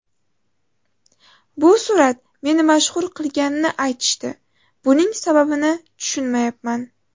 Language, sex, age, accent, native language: Uzbek, female, 18-24, Toshkent shahri, Uzbek